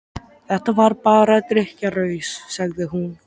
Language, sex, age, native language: Icelandic, male, 13, Icelandic